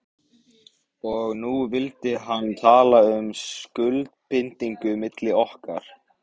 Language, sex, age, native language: Icelandic, male, 15, Icelandic